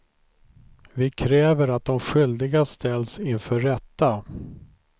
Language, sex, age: Swedish, male, 43